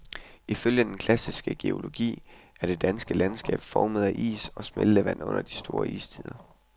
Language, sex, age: Danish, male, 21